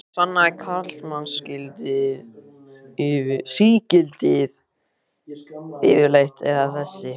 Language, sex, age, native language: Icelandic, male, 15, Icelandic